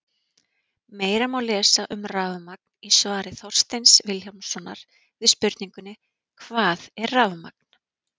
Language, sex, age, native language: Icelandic, female, 40-49, Icelandic